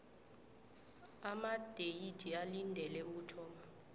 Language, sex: South Ndebele, female